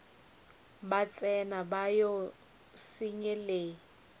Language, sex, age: Northern Sotho, female, 29